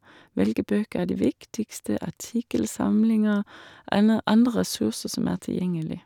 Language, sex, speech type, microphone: Norwegian, female, spontaneous, Shure